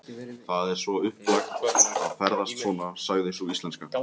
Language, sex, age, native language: Icelandic, male, 15, Icelandic